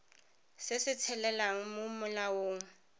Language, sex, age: Tswana, female, 31